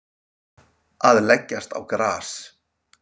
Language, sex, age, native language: Icelandic, male, 50-59, Icelandic